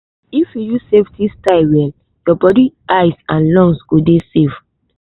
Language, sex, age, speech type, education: Nigerian Pidgin, female, 15-29, spontaneous, tertiary